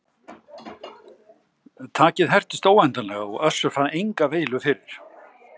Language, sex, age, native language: Icelandic, male, 60-69, Icelandic